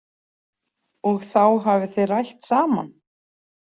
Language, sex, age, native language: Icelandic, female, 40-49, Icelandic